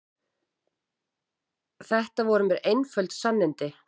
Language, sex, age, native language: Icelandic, female, 40-49, Icelandic